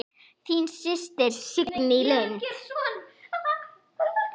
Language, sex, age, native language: Icelandic, female, 10, Icelandic